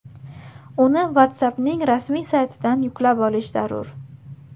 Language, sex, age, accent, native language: Uzbek, female, 18-24, Buxoro, Uzbek